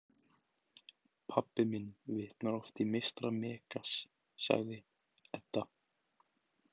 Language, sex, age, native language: Icelandic, male, 18-19, Icelandic